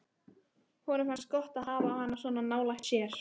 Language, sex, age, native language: Icelandic, female, 12, Icelandic